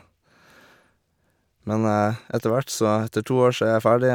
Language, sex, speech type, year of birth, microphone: Norwegian, male, spontaneous, 1989, Shure